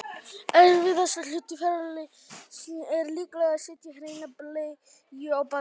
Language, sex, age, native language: Icelandic, male, 18-19, Icelandic